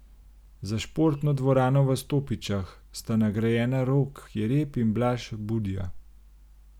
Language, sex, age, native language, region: Slovenian, male, 30-49, Slovenian, Gorenjska region